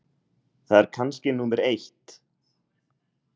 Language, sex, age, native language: Icelandic, male, 30-39, Icelandic